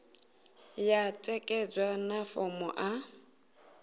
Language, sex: Venda, female